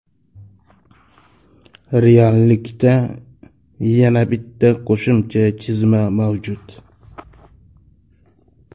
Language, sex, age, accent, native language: Uzbek, male, 25-34, Surxondaryo, Uzbek